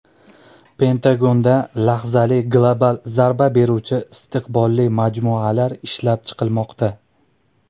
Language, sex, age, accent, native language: Uzbek, male, 19-29, Andijon, Uzbek